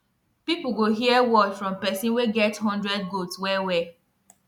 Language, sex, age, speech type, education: Nigerian Pidgin, female, 15-29, spontaneous, tertiary